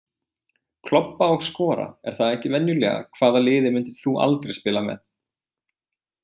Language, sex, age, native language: Icelandic, male, 20-29, Icelandic